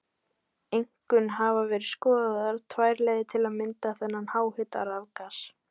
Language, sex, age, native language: Icelandic, female, 18-19, Icelandic